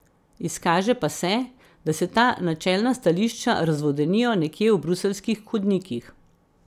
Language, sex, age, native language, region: Slovenian, female, 50-59, Slovenian, Central Slovenia